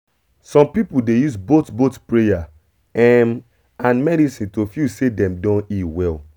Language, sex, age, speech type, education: Nigerian Pidgin, male, 30-45, spontaneous, tertiary